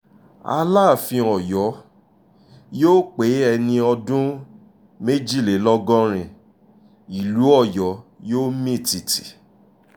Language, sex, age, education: Yoruba, male, 30-45, tertiary